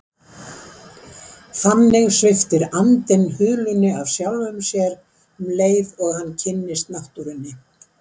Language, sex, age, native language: Icelandic, female, 70-79, Icelandic